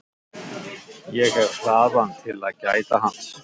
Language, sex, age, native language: Icelandic, male, 50-59, Icelandic